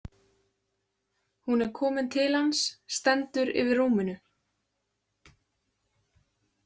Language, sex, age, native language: Icelandic, female, 20-29, Icelandic